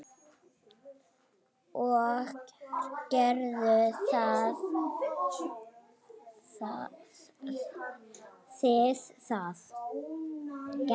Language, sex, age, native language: Icelandic, female, 9, Icelandic